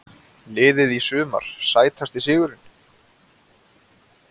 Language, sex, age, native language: Icelandic, male, 20-29, Icelandic